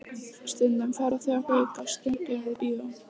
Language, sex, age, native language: Icelandic, female, 14, Icelandic